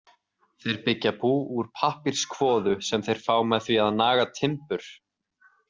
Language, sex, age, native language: Icelandic, male, 30-39, Icelandic